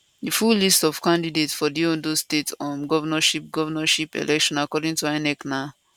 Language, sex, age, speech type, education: Nigerian Pidgin, female, 15-29, spontaneous, tertiary